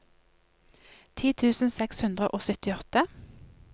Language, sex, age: Norwegian, female, 31